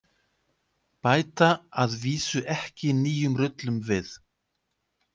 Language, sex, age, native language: Icelandic, male, 50-59, Icelandic